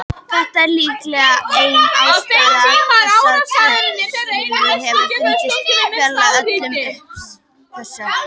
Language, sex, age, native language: Icelandic, female, 18-19, Icelandic